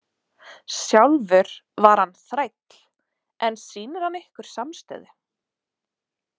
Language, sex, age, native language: Icelandic, female, 20-29, Icelandic